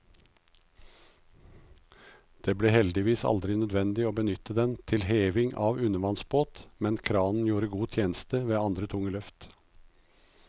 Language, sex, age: Norwegian, male, 56